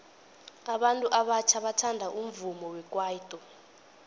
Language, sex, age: South Ndebele, female, 21